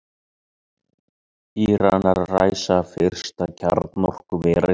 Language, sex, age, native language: Icelandic, male, 30-39, Icelandic